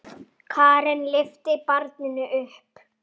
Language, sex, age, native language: Icelandic, female, 8, Icelandic